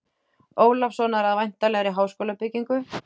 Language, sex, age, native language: Icelandic, female, 18-19, Icelandic